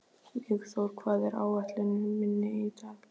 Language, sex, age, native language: Icelandic, male, 12, Icelandic